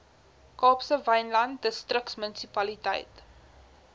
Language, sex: Afrikaans, female